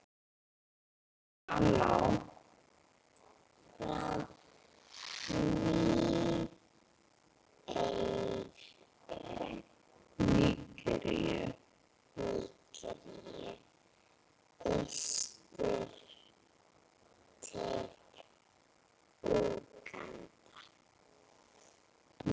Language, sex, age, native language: Icelandic, female, 9, Icelandic